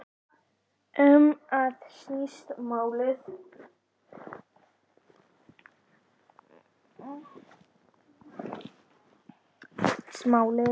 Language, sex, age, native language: Icelandic, female, 10, Icelandic